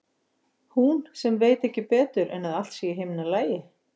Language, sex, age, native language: Icelandic, female, 50-59, Icelandic